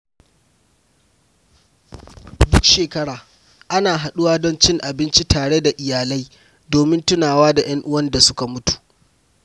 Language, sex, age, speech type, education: Hausa, male, 15-29, read, primary